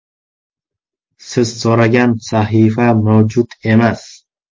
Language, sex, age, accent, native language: Uzbek, male, under 19, Xorazm, Uzbek